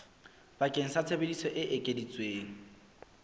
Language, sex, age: Southern Sotho, male, 25